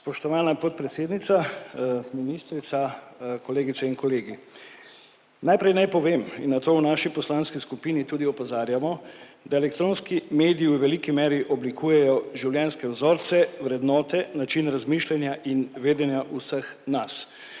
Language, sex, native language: Slovenian, male, Slovenian